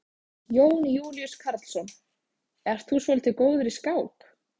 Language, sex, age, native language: Icelandic, female, 20-29, Icelandic